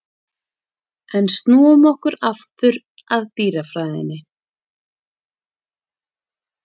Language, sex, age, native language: Icelandic, female, 30-39, Icelandic